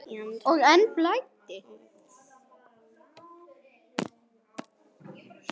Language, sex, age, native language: Icelandic, male, 9, Icelandic